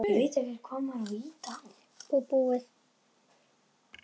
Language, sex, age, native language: Icelandic, male, 7, Icelandic